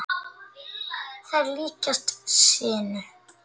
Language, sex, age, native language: Icelandic, male, 8, Icelandic